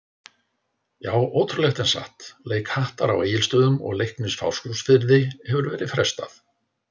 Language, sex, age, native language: Icelandic, male, 60-69, Icelandic